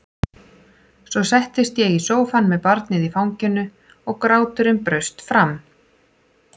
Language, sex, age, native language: Icelandic, female, 40-49, Icelandic